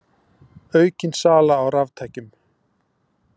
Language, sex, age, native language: Icelandic, male, 40-49, Icelandic